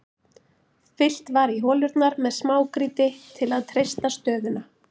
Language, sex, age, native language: Icelandic, female, 40-49, Icelandic